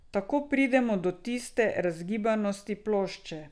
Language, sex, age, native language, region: Slovenian, female, 50-59, Slovenian, Drava region